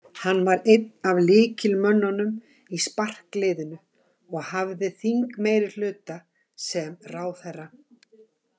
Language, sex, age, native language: Icelandic, female, 50-59, Icelandic